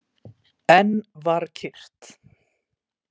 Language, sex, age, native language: Icelandic, male, 18-19, Icelandic